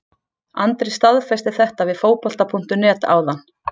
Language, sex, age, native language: Icelandic, female, 40-49, Icelandic